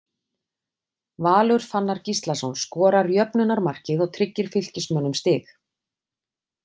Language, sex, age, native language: Icelandic, female, 40-49, Icelandic